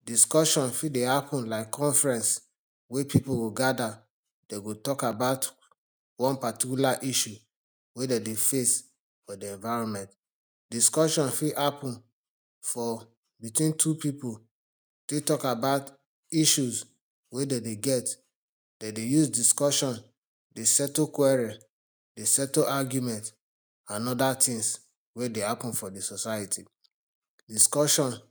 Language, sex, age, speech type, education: Nigerian Pidgin, male, 30-45, spontaneous, tertiary